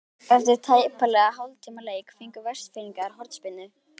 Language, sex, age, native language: Icelandic, female, 18-19, Icelandic